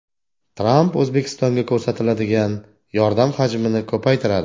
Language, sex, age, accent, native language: Uzbek, male, 40-49, Toshkent viloyati, Uzbek